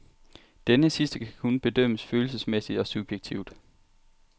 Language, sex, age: Danish, male, 23